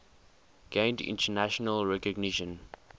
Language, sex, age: English, male, 20